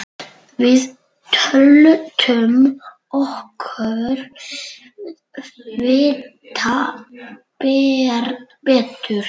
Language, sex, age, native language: Icelandic, male, 9, Icelandic